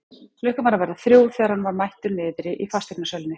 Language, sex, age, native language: Icelandic, female, 30-39, Icelandic